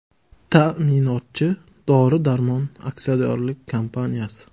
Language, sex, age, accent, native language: Uzbek, male, 19-29, Jizzax, Uzbek